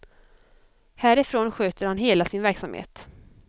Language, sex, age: Swedish, female, 25